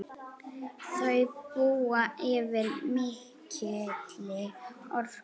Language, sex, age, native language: Icelandic, female, 8, Icelandic